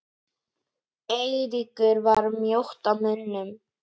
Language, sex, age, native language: Icelandic, female, 10, Icelandic